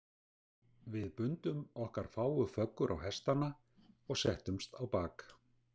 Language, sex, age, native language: Icelandic, male, 60-69, Icelandic